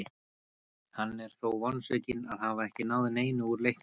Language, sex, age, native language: Icelandic, male, 30-39, Icelandic